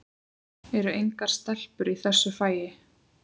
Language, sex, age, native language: Icelandic, female, 20-29, Icelandic